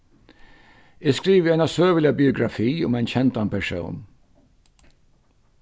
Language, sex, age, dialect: Faroese, male, 61+, Vágar